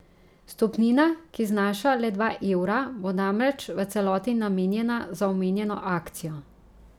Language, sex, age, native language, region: Slovenian, female, 30-49, Slovenian, Central Slovenia